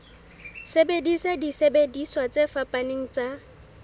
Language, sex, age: Southern Sotho, female, 18